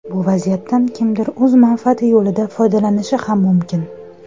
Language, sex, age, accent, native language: Uzbek, female, 25-34, Toshkent shahri, Uzbek